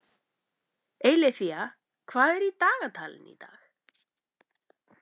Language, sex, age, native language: Icelandic, female, 30-39, Icelandic